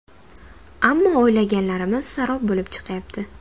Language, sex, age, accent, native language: Uzbek, female, 19-29, Toshkent shahri, Uzbek